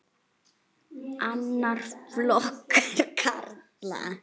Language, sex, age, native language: Icelandic, female, 8, Icelandic